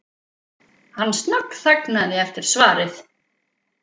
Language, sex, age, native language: Icelandic, female, 50-59, Icelandic